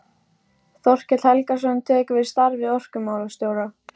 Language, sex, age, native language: Icelandic, female, 14, Icelandic